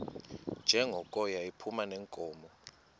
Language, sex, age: Xhosa, male, 19